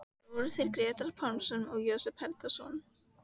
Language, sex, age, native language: Icelandic, female, 15, Icelandic